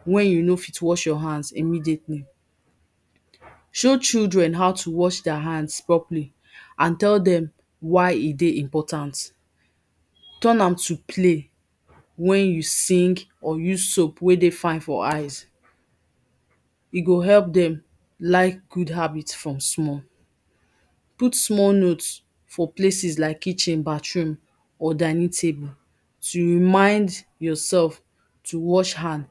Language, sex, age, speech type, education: Nigerian Pidgin, female, 30-45, spontaneous, tertiary